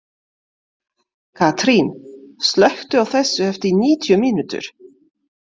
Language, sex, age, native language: Icelandic, female, 50-59, French